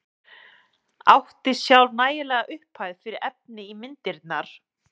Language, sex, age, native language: Icelandic, male, 11, Icelandic